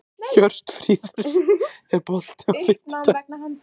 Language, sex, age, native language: Icelandic, male, 18-19, Icelandic